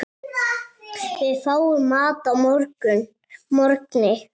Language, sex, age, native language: Icelandic, male, 7, Icelandic